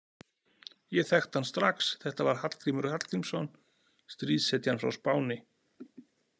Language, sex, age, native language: Icelandic, male, 40-49, Icelandic